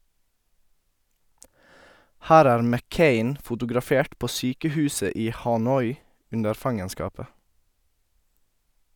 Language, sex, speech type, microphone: Norwegian, male, read, Sennheiser